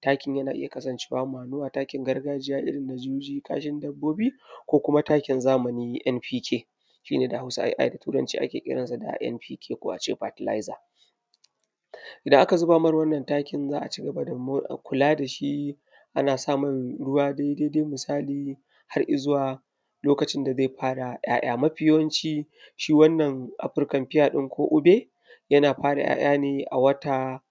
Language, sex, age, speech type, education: Hausa, male, 15-29, spontaneous, primary